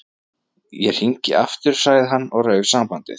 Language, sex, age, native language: Icelandic, male, 30-39, Icelandic